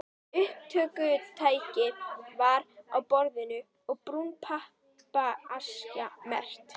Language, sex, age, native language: Icelandic, female, 11, Icelandic